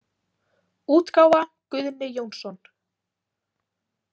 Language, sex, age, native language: Icelandic, female, 18-19, Icelandic